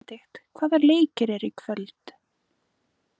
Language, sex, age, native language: Icelandic, female, 20-29, Icelandic